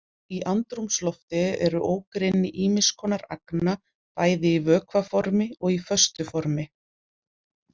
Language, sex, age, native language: Icelandic, female, 40-49, Icelandic